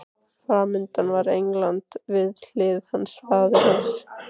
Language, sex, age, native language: Icelandic, female, 15, Icelandic